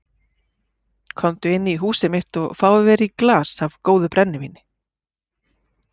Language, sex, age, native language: Icelandic, female, 40-49, Icelandic